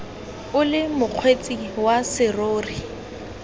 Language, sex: Tswana, female